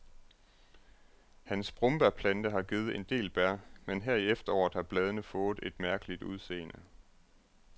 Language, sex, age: Danish, male, 36